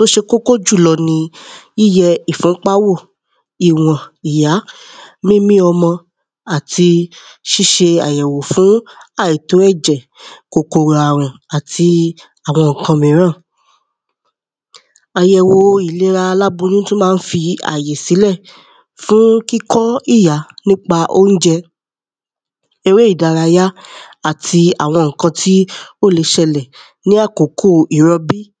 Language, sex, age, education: Yoruba, female, 30-45, tertiary